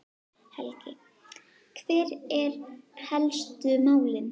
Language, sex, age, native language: Icelandic, female, 9, Icelandic